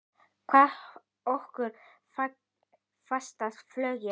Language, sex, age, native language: Icelandic, female, 10, Icelandic